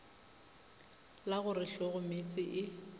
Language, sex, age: Northern Sotho, female, 25